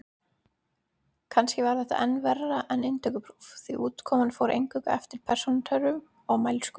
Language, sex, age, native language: Icelandic, female, 20-29, Icelandic